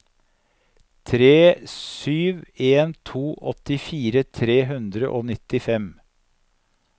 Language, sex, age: Norwegian, male, 57